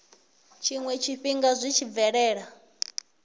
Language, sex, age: Venda, female, 21